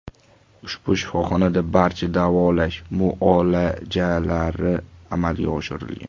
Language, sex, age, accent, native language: Uzbek, male, 18-24, Toshkent shahri, Uzbek